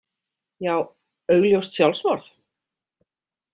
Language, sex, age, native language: Icelandic, female, 50-59, Icelandic